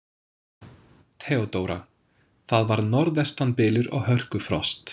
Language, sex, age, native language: Icelandic, male, 20-29, English